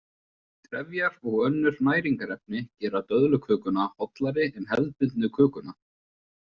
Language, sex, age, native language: Icelandic, male, 20-29, Icelandic